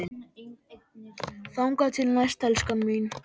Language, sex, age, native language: Icelandic, male, 10, Icelandic